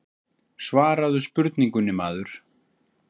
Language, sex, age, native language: Icelandic, male, 40-49, Icelandic